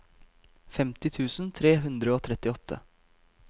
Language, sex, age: Norwegian, male, 22